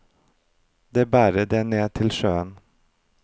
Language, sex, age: Norwegian, male, 32